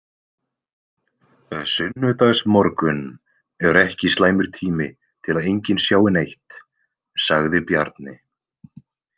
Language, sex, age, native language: Icelandic, male, 20-29, Icelandic